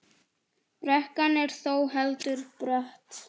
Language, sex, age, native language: Icelandic, female, 10, Icelandic